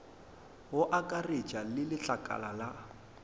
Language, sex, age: Northern Sotho, male, 22